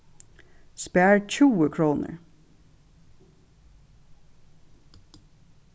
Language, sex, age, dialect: Faroese, female, 36-60, Suðurstreymoy